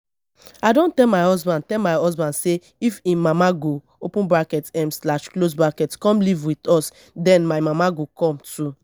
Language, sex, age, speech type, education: Nigerian Pidgin, female, 30-45, spontaneous, tertiary